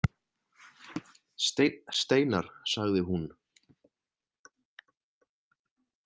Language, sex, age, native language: Icelandic, male, 20-29, Icelandic